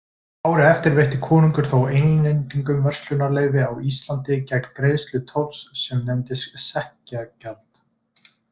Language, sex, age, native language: Icelandic, male, 20-29, Icelandic